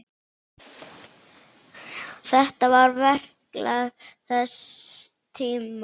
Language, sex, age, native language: Icelandic, female, 7, Icelandic